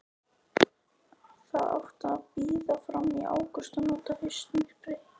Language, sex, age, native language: Icelandic, female, 13, Icelandic